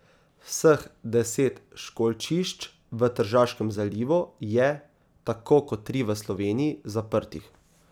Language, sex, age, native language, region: Slovenian, male, 18-29, Slovenian, Savinja region